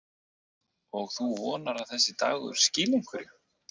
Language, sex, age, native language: Icelandic, male, 40-49, Icelandic